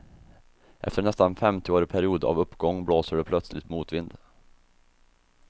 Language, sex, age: Swedish, male, 24